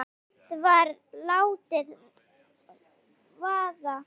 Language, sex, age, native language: Icelandic, female, 8, Icelandic